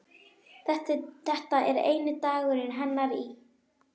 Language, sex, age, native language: Icelandic, female, 12, Icelandic